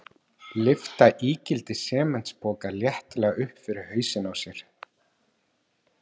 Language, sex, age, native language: Icelandic, male, 40-49, Icelandic